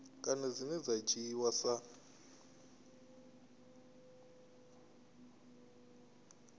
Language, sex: Venda, male